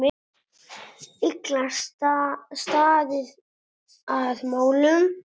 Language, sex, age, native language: Icelandic, male, 8, Italian